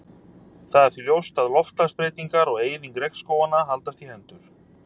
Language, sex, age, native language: Icelandic, male, 30-39, Icelandic